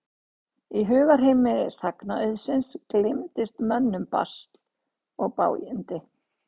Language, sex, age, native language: Icelandic, female, 60-69, Icelandic